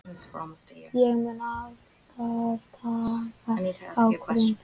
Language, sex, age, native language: Icelandic, male, 18-19, Icelandic